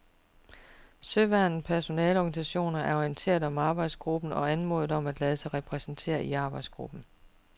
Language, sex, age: Danish, female, 41